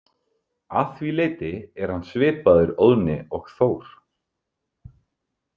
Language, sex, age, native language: Icelandic, male, 30-39, Icelandic